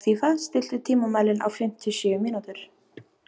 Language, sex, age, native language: Icelandic, female, 18-19, Icelandic